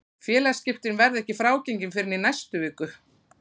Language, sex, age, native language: Icelandic, female, 40-49, Icelandic